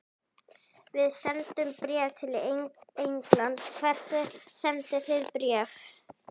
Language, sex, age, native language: Icelandic, female, 11, Icelandic